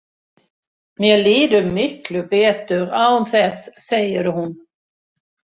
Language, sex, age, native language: Icelandic, female, 60-69, Swedish